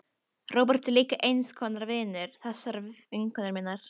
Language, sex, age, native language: Icelandic, female, 12, Icelandic